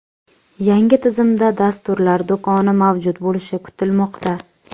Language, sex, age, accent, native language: Uzbek, female, 18-24, Jizzax, Uzbek